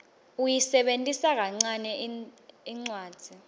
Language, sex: Swati, female